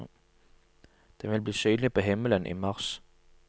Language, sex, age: Norwegian, male, 27